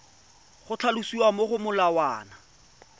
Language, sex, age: Tswana, male, 25